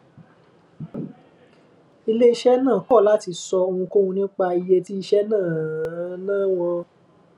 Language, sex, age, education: Yoruba, male, 15-29, tertiary